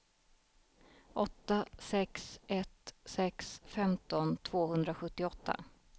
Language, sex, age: Swedish, female, 33